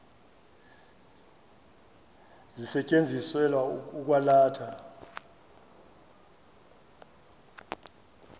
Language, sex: Xhosa, male